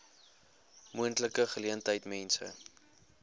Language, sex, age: Afrikaans, male, 20